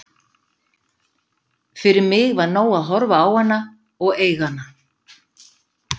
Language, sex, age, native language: Icelandic, female, 50-59, Icelandic